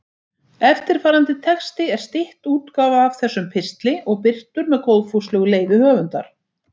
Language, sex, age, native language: Icelandic, female, 60-69, Icelandic